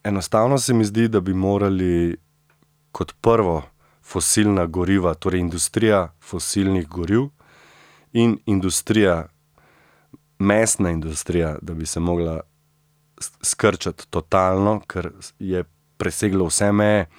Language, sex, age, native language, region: Slovenian, male, 30-49, Slovenian, Central Slovenia